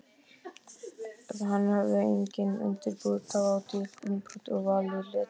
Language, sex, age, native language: Icelandic, male, 12, Icelandic